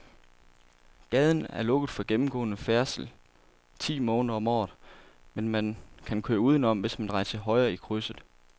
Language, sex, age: Danish, male, 27